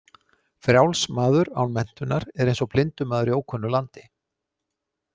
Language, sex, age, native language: Icelandic, male, 60-69, Icelandic